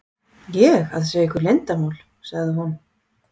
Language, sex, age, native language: Icelandic, female, 40-49, Icelandic